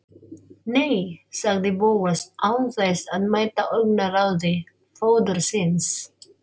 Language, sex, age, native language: Icelandic, female, 40-49, Filipino